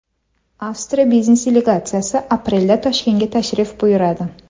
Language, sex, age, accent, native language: Uzbek, female, 25-34, Toshkent shahri, Uzbek